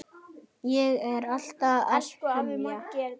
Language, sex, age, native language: Icelandic, female, 9, Icelandic